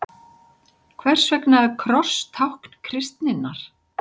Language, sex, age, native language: Icelandic, male, 60-69, Icelandic